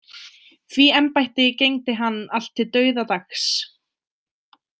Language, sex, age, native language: Icelandic, female, 20-29, Icelandic